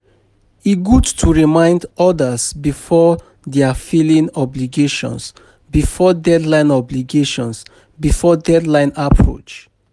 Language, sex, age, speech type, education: Nigerian Pidgin, male, 30-45, spontaneous, tertiary